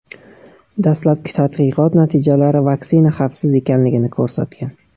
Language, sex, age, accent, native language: Uzbek, male, 18-24, Qashqadaryo, Uzbek